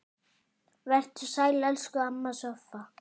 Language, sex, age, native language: Icelandic, male, 10, Icelandic